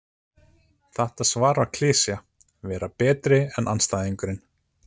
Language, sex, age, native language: Icelandic, male, 30-39, Icelandic